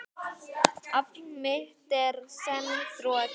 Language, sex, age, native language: Icelandic, male, 10, Icelandic